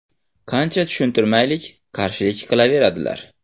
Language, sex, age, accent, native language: Uzbek, male, 25-34, Andijon, Uzbek